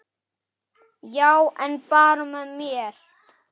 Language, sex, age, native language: Icelandic, male, 8, Icelandic